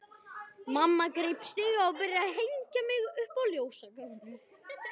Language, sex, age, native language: Icelandic, male, 11, Icelandic